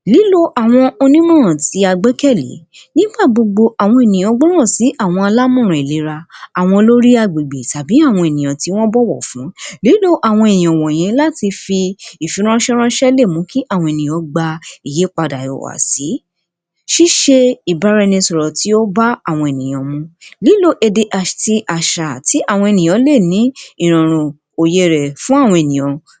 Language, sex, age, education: Yoruba, female, 60+, tertiary